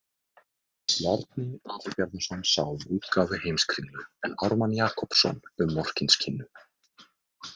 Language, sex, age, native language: Icelandic, male, 18-19, Icelandic